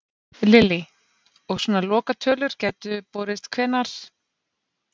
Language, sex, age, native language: Icelandic, female, 50-59, Icelandic